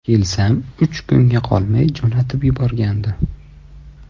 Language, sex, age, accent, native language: Uzbek, male, 25-34, Toshkent shahri, Uzbek